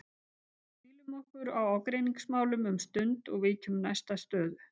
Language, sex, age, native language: Icelandic, female, 50-59, Icelandic